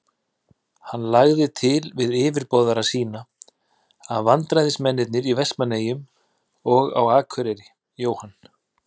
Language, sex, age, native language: Icelandic, male, 30-39, Icelandic